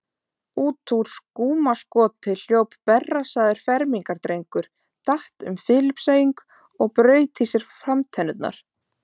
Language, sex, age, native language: Icelandic, female, 30-39, Icelandic